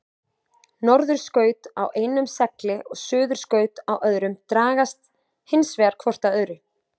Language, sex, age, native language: Icelandic, female, 20-29, Icelandic